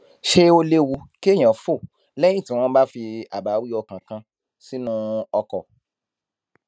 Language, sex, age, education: Yoruba, male, 15-29, tertiary